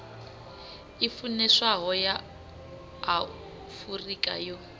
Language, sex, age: Venda, female, 25